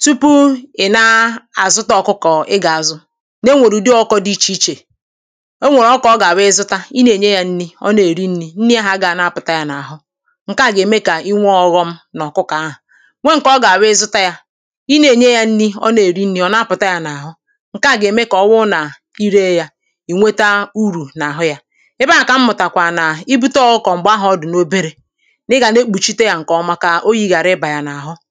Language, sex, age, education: Igbo, female, 30-45, primary